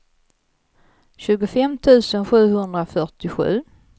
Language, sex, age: Swedish, female, 55